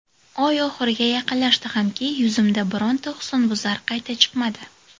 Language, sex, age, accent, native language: Uzbek, female, 18-24, Toshkent shahri, Uzbek